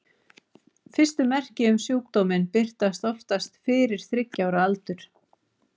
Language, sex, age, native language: Icelandic, female, 40-49, Icelandic